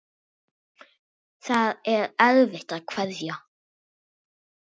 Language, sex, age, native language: Icelandic, female, 7, Icelandic